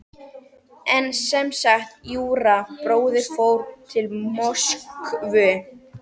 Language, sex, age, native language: Icelandic, female, 13, Icelandic